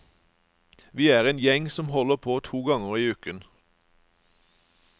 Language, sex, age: Norwegian, male, 49